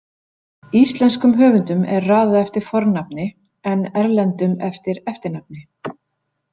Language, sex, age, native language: Icelandic, female, 40-49, Icelandic